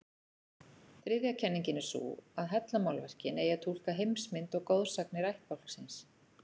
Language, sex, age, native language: Icelandic, female, 40-49, Icelandic